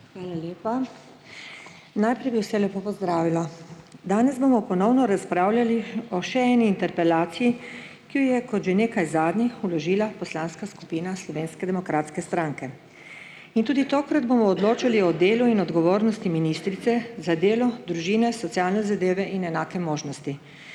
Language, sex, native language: Slovenian, female, Slovenian